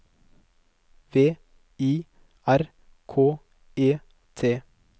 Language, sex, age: Norwegian, male, 22